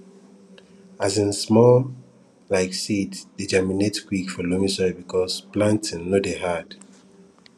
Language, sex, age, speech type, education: Nigerian Pidgin, female, 15-29, spontaneous, tertiary